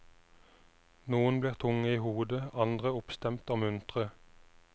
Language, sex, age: Norwegian, male, 29